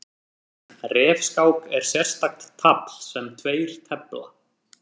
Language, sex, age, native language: Icelandic, male, 30-39, Icelandic